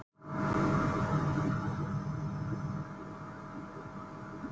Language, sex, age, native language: Icelandic, male, 18-19, Icelandic